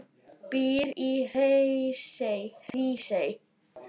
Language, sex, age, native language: Icelandic, male, 9, Icelandic